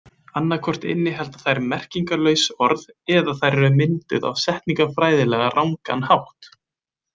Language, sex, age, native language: Icelandic, male, 20-29, Icelandic